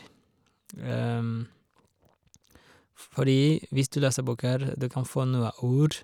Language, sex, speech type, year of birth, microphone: Norwegian, male, spontaneous, 1986, Shure